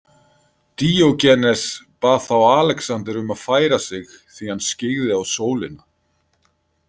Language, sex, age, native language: Icelandic, male, 50-59, Icelandic